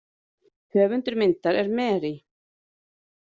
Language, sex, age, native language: Icelandic, female, 30-39, Icelandic